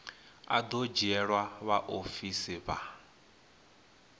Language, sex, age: Venda, male, 21